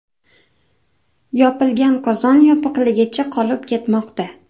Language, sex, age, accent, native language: Uzbek, female, 18-24, Andijon, Uzbek